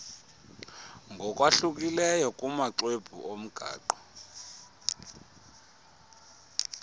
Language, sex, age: Xhosa, male, 30